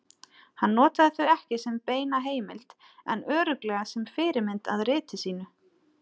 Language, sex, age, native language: Icelandic, female, 30-39, Icelandic